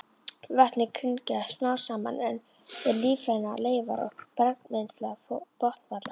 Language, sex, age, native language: Icelandic, female, 11, Icelandic